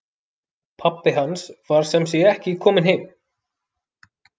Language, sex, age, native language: Icelandic, male, 30-39, Icelandic